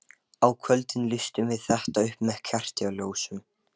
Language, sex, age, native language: Icelandic, male, 13, Lithuanian